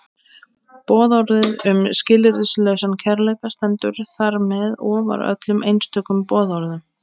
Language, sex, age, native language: Icelandic, female, 20-29, Icelandic